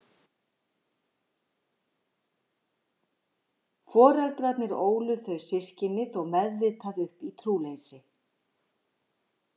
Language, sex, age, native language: Icelandic, female, 50-59, Icelandic